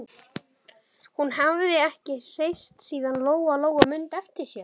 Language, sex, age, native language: Icelandic, male, 12, Icelandic